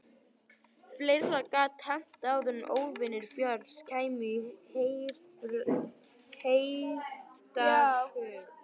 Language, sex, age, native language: Icelandic, female, 11, Icelandic